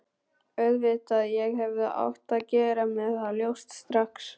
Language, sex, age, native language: Icelandic, male, 12, Icelandic